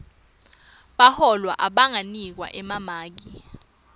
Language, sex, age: Swati, female, 19